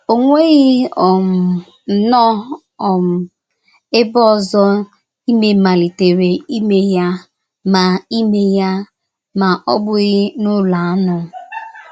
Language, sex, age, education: Igbo, female, 15-29, tertiary